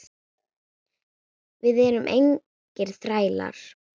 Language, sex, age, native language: Icelandic, female, 9, Icelandic